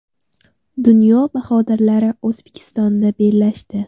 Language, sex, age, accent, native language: Uzbek, female, 18-24, Surxondaryo, Uzbek